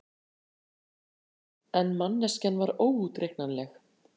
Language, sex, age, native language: Icelandic, female, 40-49, Icelandic